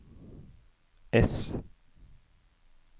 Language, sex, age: Norwegian, male, 33